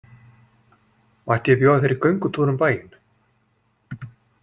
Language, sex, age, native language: Icelandic, male, 40-49, Icelandic